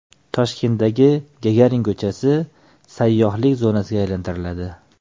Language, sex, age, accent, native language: Uzbek, male, 35+, Toshkent shahri, Uzbek